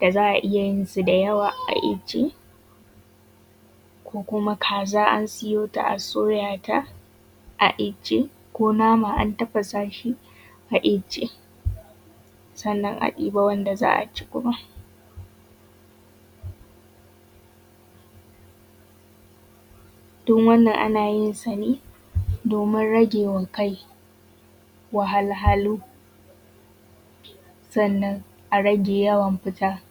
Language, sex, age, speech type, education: Hausa, female, 15-29, spontaneous, tertiary